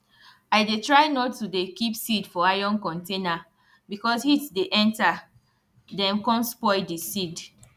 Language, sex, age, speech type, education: Nigerian Pidgin, female, 15-29, spontaneous, tertiary